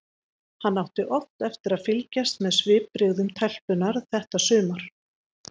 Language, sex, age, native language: Icelandic, female, 30-39, Icelandic